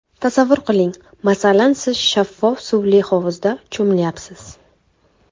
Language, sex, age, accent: Uzbek, female, 18-24, Qoraqalpog'iston